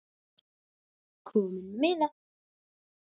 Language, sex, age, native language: Icelandic, female, 10, Icelandic